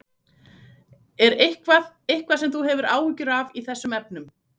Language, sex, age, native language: Icelandic, female, 40-49, Icelandic